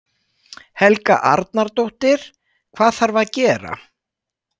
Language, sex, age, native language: Icelandic, female, 60-69, Icelandic